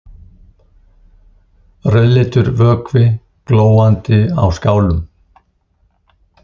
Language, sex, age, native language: Icelandic, male, 60-69, Icelandic